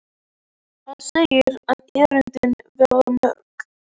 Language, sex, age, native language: Icelandic, male, 14, Icelandic